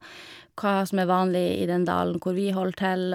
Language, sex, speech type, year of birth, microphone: Norwegian, female, spontaneous, 1989, Shure